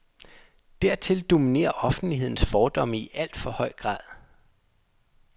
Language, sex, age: Danish, male, 27